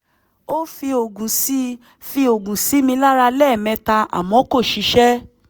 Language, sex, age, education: Yoruba, female, 15-29, tertiary